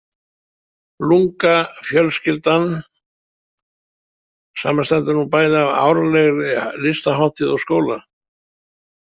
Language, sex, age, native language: Icelandic, male, 70-79, Icelandic